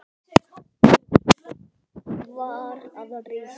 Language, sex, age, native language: Icelandic, male, 8, Icelandic